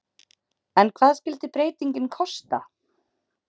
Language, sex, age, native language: Icelandic, female, 30-39, Icelandic